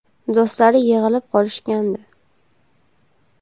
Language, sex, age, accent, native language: Uzbek, female, 19-29, Navoiy, Uzbek